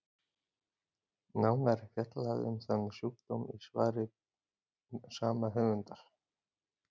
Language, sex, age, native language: Icelandic, male, 30-39, Icelandic